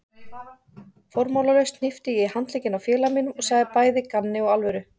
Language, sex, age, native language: Icelandic, female, 40-49, Icelandic